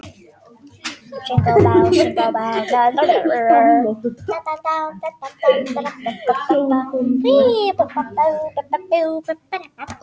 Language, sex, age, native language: Icelandic, female, 18-19, Danish